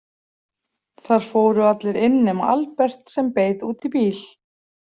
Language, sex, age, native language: Icelandic, female, 40-49, Icelandic